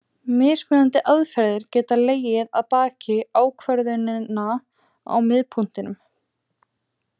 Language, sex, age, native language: Icelandic, female, 20-29, Icelandic